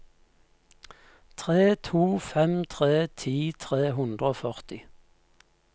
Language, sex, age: Norwegian, male, 50